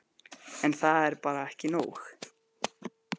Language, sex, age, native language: Icelandic, male, 12, Icelandic